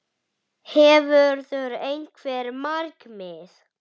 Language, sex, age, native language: Icelandic, female, 8, Icelandic